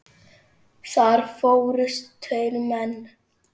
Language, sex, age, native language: Icelandic, male, 9, Icelandic